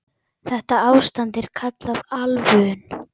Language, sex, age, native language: Icelandic, female, 10, Icelandic